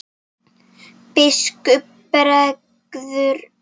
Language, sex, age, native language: Icelandic, female, 7, Icelandic